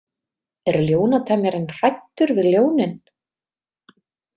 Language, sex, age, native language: Icelandic, female, 30-39, Icelandic